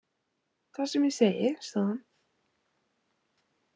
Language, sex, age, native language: Icelandic, female, 20-29, Icelandic